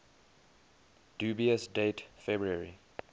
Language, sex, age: English, male, 23